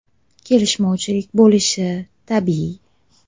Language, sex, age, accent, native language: Uzbek, female, 25-34, Toshkent shahri, Uzbek